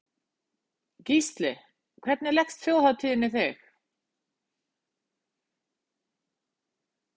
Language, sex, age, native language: Icelandic, female, 50-59, Icelandic